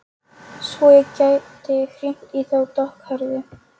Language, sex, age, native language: Icelandic, female, 13, Polish